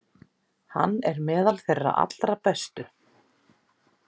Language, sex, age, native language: Icelandic, female, 40-49, Icelandic